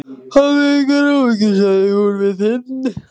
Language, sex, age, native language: Icelandic, male, 15, Icelandic